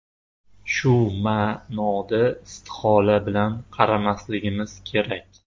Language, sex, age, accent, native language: Uzbek, male, 25-34, Farg'ona, Uzbek